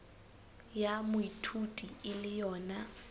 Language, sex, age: Southern Sotho, female, 19